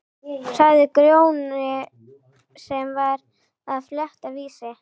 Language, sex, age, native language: Icelandic, female, 11, Icelandic